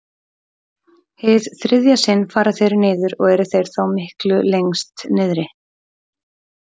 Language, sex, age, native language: Icelandic, female, 30-39, Icelandic